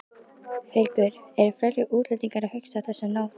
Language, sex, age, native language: Icelandic, female, 12, Icelandic